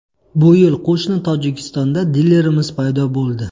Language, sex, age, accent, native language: Uzbek, male, 25-34, Qashqadaryo, Uzbek